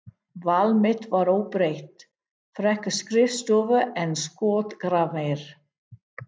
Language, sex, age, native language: Icelandic, female, 50-59, English